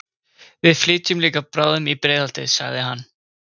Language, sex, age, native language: Icelandic, male, 20-29, Icelandic